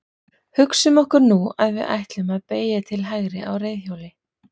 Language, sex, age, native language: Icelandic, female, 40-49, Icelandic